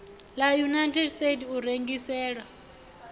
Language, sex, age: Venda, female, 28